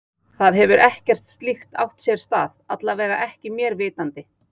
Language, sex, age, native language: Icelandic, female, 40-49, Icelandic